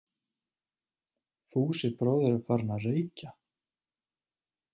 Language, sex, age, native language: Icelandic, male, 20-29, Icelandic